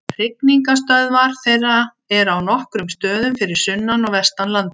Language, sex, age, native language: Icelandic, female, 60-69, Icelandic